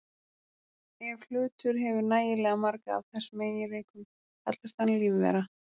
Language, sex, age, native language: Icelandic, female, 30-39, Icelandic